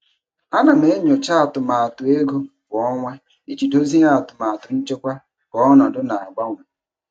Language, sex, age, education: Igbo, male, 30-45, tertiary